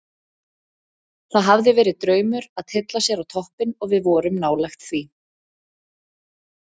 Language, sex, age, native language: Icelandic, female, 20-29, Icelandic